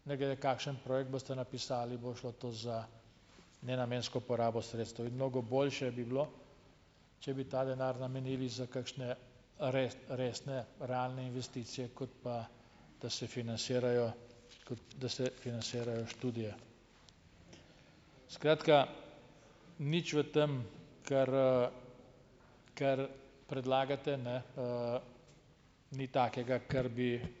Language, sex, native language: Slovenian, male, Slovenian